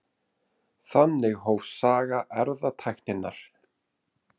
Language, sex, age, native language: Icelandic, male, 30-39, Icelandic